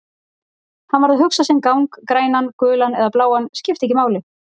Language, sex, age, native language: Icelandic, female, 40-49, Icelandic